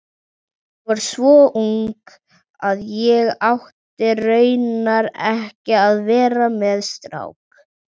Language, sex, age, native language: Icelandic, male, 40-49, Icelandic